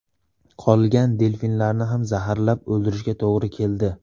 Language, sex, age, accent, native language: Uzbek, male, 18-24, Surxondaryo, Uzbek